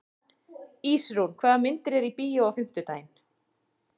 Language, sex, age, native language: Icelandic, female, 30-39, Icelandic